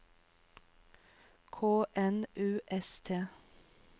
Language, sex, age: Norwegian, female, 36